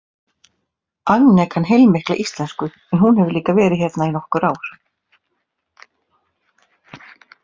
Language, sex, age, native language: Icelandic, female, 40-49, Icelandic